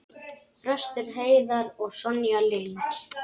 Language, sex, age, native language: Icelandic, male, 10, Icelandic